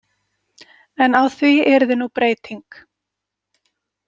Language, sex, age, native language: Icelandic, female, 40-49, Icelandic